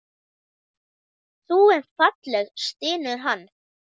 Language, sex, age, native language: Icelandic, male, 10, Icelandic